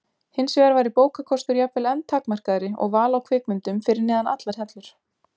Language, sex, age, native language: Icelandic, female, 20-29, Icelandic